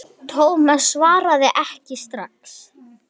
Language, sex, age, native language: Icelandic, female, 9, Icelandic